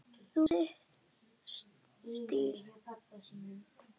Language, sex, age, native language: Icelandic, other, 10, Icelandic